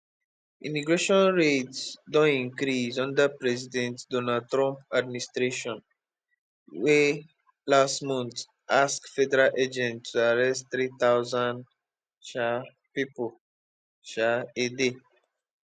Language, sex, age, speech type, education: Nigerian Pidgin, male, 15-29, spontaneous, tertiary